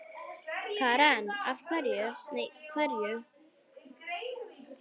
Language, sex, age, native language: Icelandic, female, 9, Icelandic